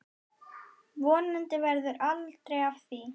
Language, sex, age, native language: Icelandic, male, 9, Icelandic